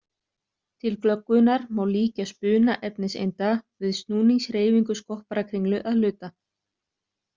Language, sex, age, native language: Icelandic, other, 30-39, Icelandic